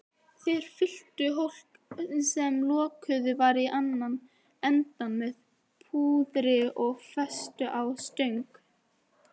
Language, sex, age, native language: Icelandic, female, 18-19, Icelandic